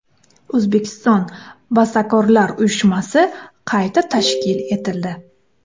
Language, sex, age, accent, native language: Uzbek, female, 18-24, Samarqand, Uzbek